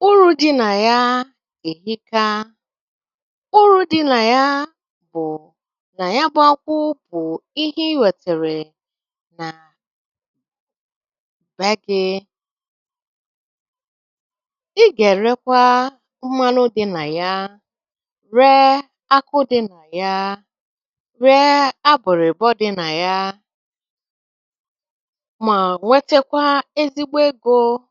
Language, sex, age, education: Igbo, female, 30-45, tertiary